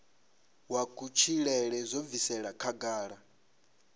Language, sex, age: Venda, male, 26